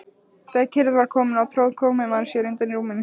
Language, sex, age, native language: Icelandic, female, 15, Icelandic